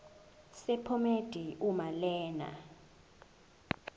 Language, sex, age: Zulu, female, 18